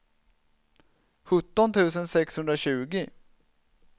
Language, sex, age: Swedish, male, 27